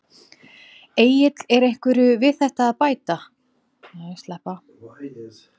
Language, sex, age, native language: Icelandic, female, 30-39, Icelandic